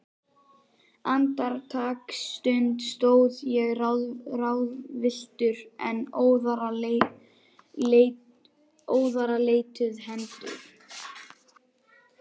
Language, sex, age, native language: Icelandic, male, 11, Icelandic